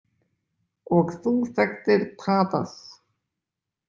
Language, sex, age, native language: Icelandic, male, 20-29, Icelandic